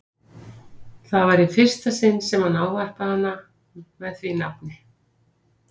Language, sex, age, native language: Icelandic, female, 50-59, Icelandic